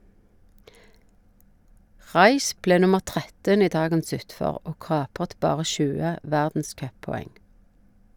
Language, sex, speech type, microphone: Norwegian, female, read, Shure